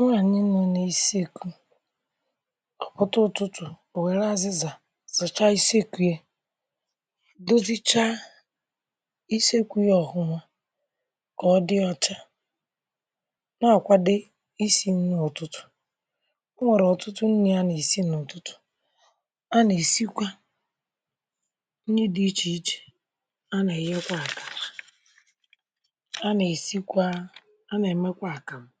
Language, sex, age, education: Igbo, female, 30-45, primary